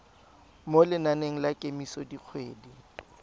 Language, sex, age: Tswana, male, 20